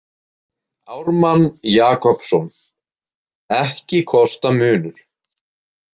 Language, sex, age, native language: Icelandic, male, 20-29, Icelandic